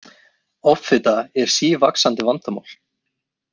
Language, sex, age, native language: Icelandic, male, 20-29, Icelandic